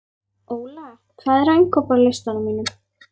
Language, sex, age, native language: Icelandic, female, 11, Icelandic